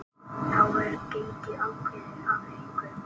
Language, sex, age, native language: Icelandic, male, 18-19, Icelandic